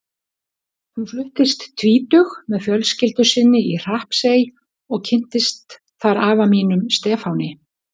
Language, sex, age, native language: Icelandic, female, 60-69, Icelandic